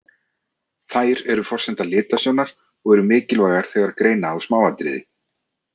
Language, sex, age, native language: Icelandic, male, 30-39, Icelandic